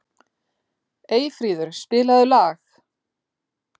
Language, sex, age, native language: Icelandic, female, 40-49, Icelandic